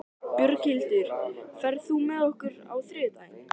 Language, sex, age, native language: Icelandic, male, 13, Icelandic